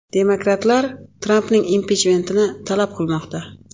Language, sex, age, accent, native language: Uzbek, female, 35+, Navoiy, Uzbek